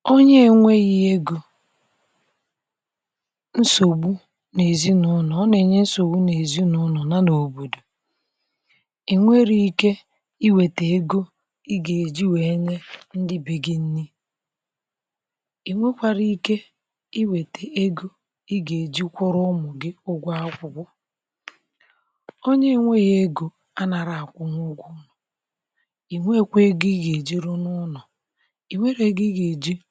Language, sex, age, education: Igbo, female, 60+, tertiary